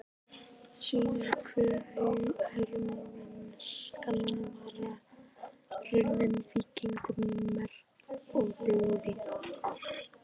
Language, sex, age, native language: Icelandic, female, 11, Icelandic